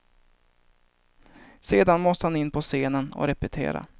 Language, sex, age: Swedish, male, 23